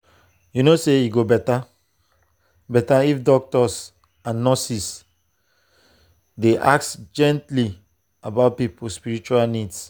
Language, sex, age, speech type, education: Nigerian Pidgin, male, 30-45, spontaneous, tertiary